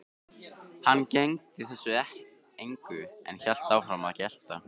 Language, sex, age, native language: Icelandic, male, 15, Icelandic